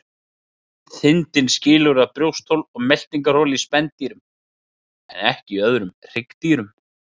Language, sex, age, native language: Icelandic, male, 30-39, Icelandic